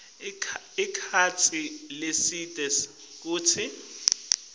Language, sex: Swati, male